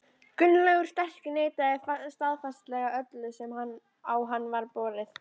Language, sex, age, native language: Icelandic, female, 13, Icelandic